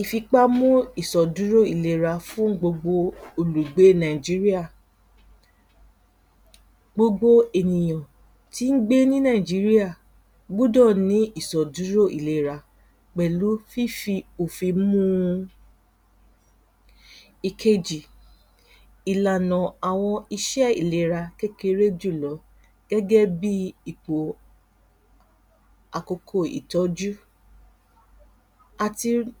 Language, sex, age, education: Yoruba, female, 30-45, tertiary